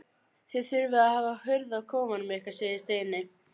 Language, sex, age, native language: Icelandic, female, 12, Icelandic